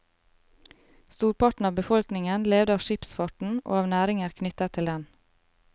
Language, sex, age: Norwegian, female, 33